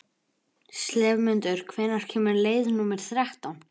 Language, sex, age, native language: Icelandic, male, 11, Icelandic